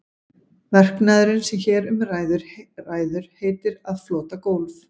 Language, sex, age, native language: Icelandic, female, 50-59, Icelandic